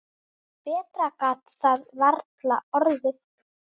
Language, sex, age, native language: Icelandic, male, 9, Icelandic